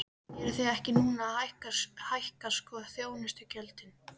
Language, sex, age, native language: Icelandic, female, 13, Icelandic